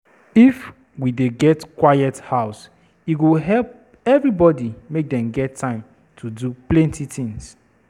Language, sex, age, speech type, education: Nigerian Pidgin, female, 30-45, spontaneous, tertiary